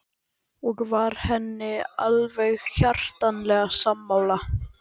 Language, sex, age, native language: Icelandic, male, 11, Icelandic